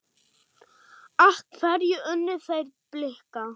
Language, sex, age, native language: Icelandic, male, 6, German